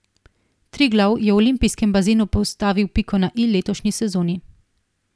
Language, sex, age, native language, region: Slovenian, female, 18-29, Slovenian, Primorsko-notranjska region